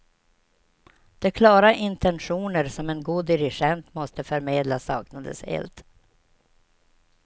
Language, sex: Swedish, female